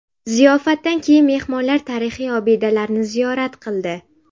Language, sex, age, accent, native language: Uzbek, female, 12-17, Sirdaryo, Uzbek